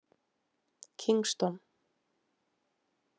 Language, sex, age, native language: Icelandic, female, 20-29, Icelandic